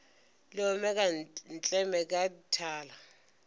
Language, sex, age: Northern Sotho, female, 25